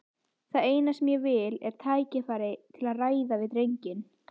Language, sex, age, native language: Icelandic, female, 18-19, Icelandic